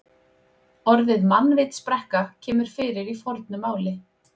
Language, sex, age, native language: Icelandic, female, 20-29, Icelandic